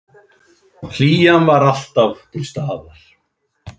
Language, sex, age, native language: Icelandic, female, 10, Icelandic